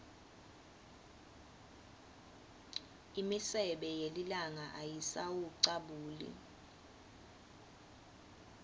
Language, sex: Swati, female